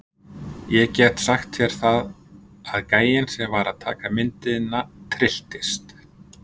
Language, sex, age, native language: Icelandic, male, 50-59, Icelandic